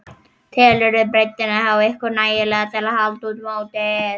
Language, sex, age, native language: Icelandic, female, 11, Icelandic